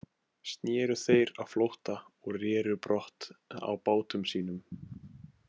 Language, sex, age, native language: Icelandic, male, 18-19, Icelandic